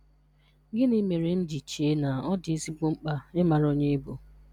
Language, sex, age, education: Igbo, female, 30-45, tertiary